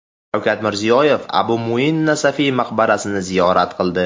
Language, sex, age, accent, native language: Uzbek, male, 18-24, Farg'ona, Uzbek